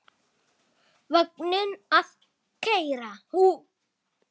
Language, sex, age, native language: Icelandic, male, 7, Italian